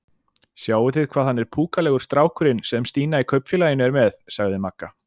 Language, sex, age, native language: Icelandic, male, 40-49, Icelandic